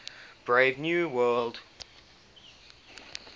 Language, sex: English, male